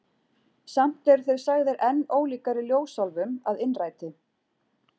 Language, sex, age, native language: Icelandic, female, 40-49, Icelandic